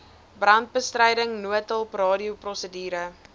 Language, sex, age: Afrikaans, female, 19